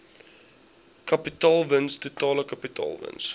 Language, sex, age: Afrikaans, male, 20